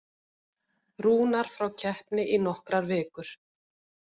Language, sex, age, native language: Icelandic, female, 50-59, Icelandic